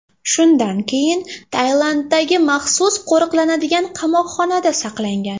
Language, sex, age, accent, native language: Uzbek, female, 12-17, Farg'ona, Uzbek